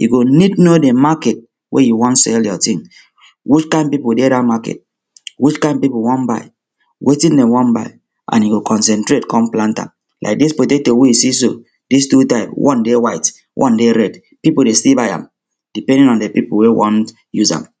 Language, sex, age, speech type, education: Nigerian Pidgin, male, 30-45, spontaneous, tertiary